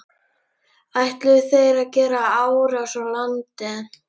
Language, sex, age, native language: Icelandic, female, 11, Icelandic